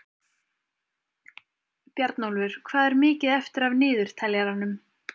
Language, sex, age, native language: Icelandic, female, 20-29, Icelandic